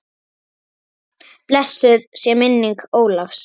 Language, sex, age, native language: Icelandic, female, 8, Icelandic